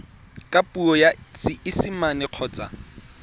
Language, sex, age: Tswana, male, 23